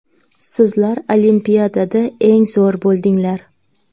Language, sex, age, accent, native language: Uzbek, female, 18-24, Navoiy, Uzbek